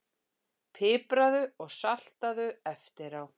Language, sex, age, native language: Icelandic, female, 10, Icelandic